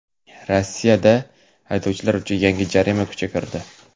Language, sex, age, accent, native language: Uzbek, male, 18-24, Navoiy, Uzbek